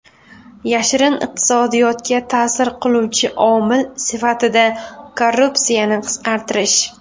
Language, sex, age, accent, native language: Uzbek, female, 19-29, Farg'ona, Uzbek